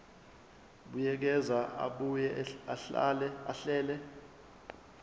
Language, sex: Zulu, male